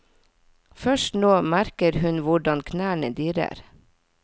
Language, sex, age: Norwegian, female, 40